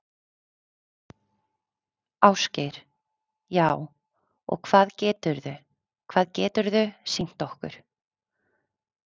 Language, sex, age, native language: Icelandic, female, 30-39, Icelandic